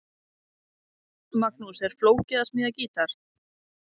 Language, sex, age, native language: Icelandic, female, 30-39, Icelandic